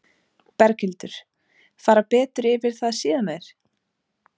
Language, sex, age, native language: Icelandic, female, 30-39, Icelandic